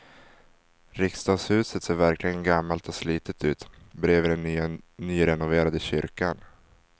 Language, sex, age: Swedish, male, 19